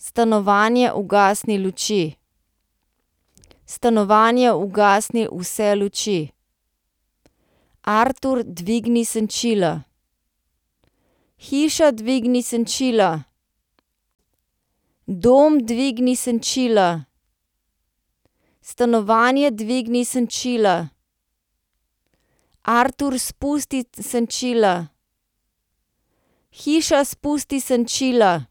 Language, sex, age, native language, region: Slovenian, female, 30-49, Slovenian, Central Slovenia